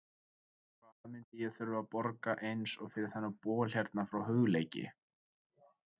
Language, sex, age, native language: Icelandic, male, 20-29, Icelandic